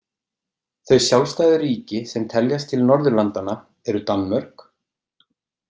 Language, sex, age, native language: Icelandic, male, 30-39, Icelandic